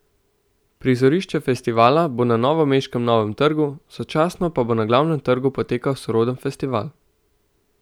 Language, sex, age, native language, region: Slovenian, male, 18-29, Slovenian, Central Slovenia